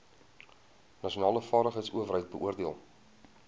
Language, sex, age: Afrikaans, male, 20